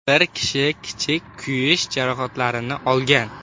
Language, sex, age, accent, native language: Uzbek, male, 12-17, Toshkent viloyati, Uzbek